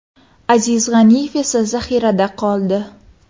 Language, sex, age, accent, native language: Uzbek, female, under 19, Qoraqalpog'iston, Uzbek